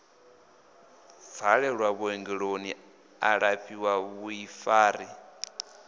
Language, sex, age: Venda, male, 26